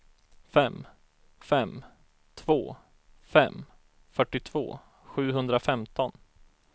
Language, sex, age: Swedish, male, 34